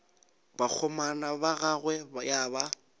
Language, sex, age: Northern Sotho, male, 18